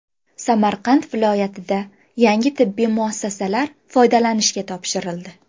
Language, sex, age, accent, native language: Uzbek, female, 18-24, Farg'ona, Uzbek